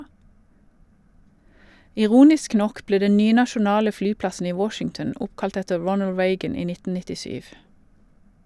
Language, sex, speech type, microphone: Norwegian, female, read, Shure